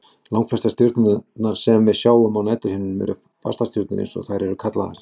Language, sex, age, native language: Icelandic, male, 40-49, Icelandic